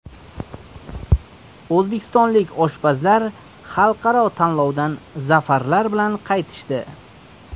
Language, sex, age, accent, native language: Uzbek, male, 25-34, Surxondaryo, Uzbek